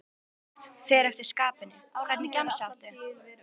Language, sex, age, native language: Icelandic, female, 12, Icelandic